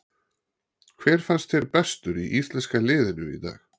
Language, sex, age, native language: Icelandic, male, 40-49, Icelandic